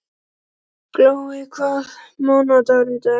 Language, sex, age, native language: Icelandic, male, 12, Icelandic